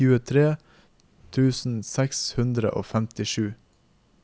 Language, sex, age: Norwegian, male, 24